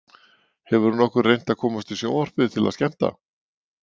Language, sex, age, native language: Icelandic, male, 40-49, Icelandic